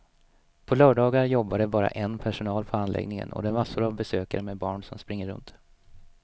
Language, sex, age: Swedish, male, 27